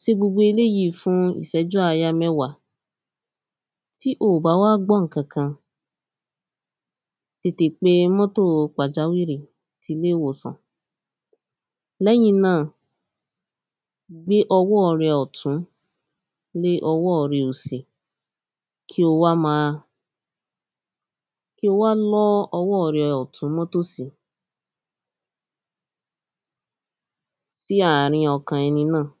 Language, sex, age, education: Yoruba, female, 15-29, tertiary